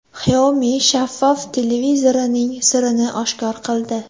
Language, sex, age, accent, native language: Uzbek, female, 18-24, Sirdaryo, Uzbek